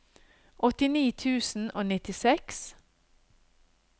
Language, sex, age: Norwegian, female, 50